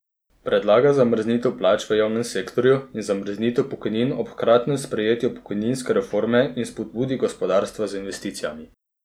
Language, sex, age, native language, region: Slovenian, male, 30-49, Slovenian, Posavska region